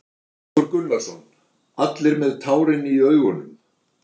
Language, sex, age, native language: Icelandic, male, 60-69, Icelandic